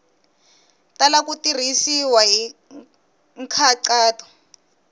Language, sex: Tsonga, female